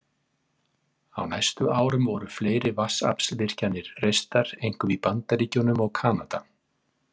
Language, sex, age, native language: Icelandic, male, 50-59, Icelandic